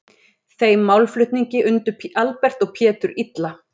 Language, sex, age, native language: Icelandic, female, 30-39, Icelandic